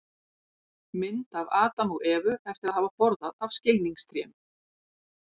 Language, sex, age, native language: Icelandic, female, 40-49, Icelandic